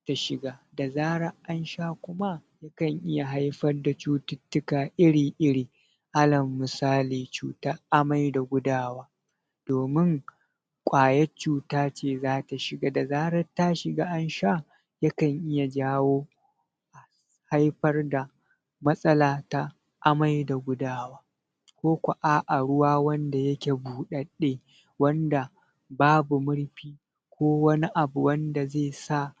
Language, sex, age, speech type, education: Hausa, male, 30-45, spontaneous, secondary